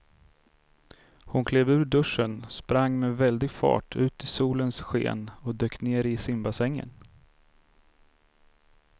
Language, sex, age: Swedish, male, 32